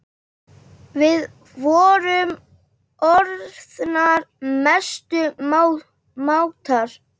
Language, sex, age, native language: Icelandic, female, 8, Icelandic